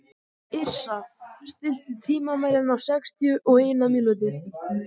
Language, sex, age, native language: Icelandic, male, 14, Icelandic